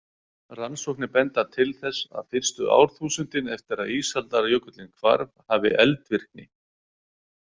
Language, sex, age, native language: Icelandic, male, 40-49, Icelandic